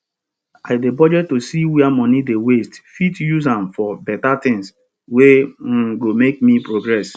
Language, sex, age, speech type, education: Nigerian Pidgin, male, 30-45, spontaneous, tertiary